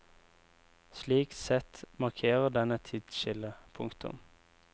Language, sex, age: Norwegian, male, 24